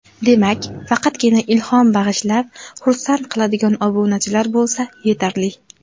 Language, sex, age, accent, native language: Uzbek, female, 18-24, Andijon, Uzbek